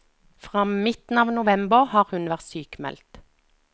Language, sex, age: Norwegian, female, 49